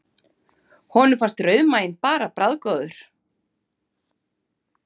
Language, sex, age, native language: Icelandic, female, 50-59, Icelandic